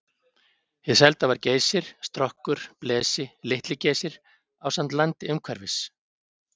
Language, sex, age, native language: Icelandic, male, 50-59, Icelandic